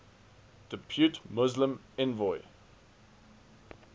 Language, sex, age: English, male, 19